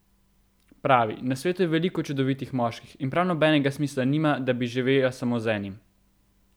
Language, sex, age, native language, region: Slovenian, male, 18-29, Slovenian, Central Slovenia